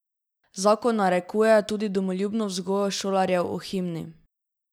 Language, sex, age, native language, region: Slovenian, female, 12-17, Slovenian, Drava region